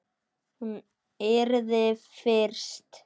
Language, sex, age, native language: Icelandic, male, 9, Icelandic